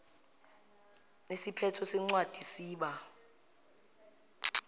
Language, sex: Zulu, female